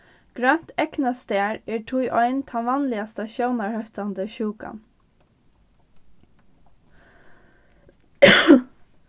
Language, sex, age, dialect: Faroese, female, 15-35, Norðurstreymoy/Eysturoy